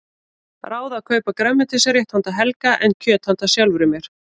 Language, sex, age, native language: Icelandic, female, 30-39, Icelandic